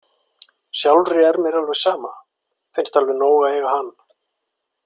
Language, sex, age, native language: Icelandic, male, 40-49, Icelandic